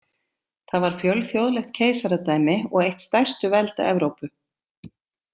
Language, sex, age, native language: Icelandic, female, 50-59, Icelandic